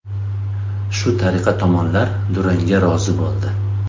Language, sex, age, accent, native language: Uzbek, male, 35+, Toshkent shahri, Uzbek